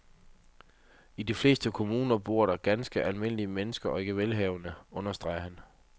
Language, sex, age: Danish, male, 30